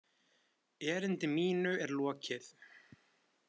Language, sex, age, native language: Icelandic, male, 20-29, Icelandic